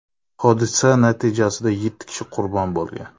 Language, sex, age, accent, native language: Uzbek, male, 25-34, Navoiy, Uzbek